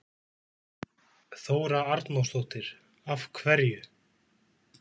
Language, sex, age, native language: Icelandic, male, 20-29, Icelandic